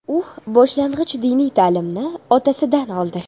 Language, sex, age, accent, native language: Uzbek, female, 12-17, Toshkent shahri, Uzbek